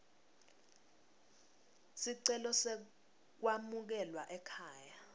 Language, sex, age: Swati, female, 21